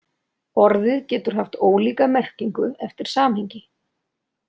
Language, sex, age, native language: Icelandic, female, 30-39, Icelandic